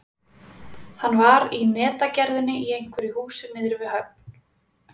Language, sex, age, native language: Icelandic, female, 20-29, Icelandic